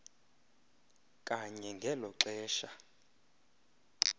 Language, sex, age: Xhosa, male, 20